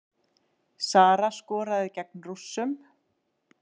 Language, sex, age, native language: Icelandic, female, 30-39, Icelandic